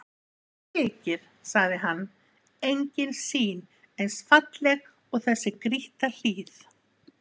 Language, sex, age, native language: Icelandic, female, 50-59, Icelandic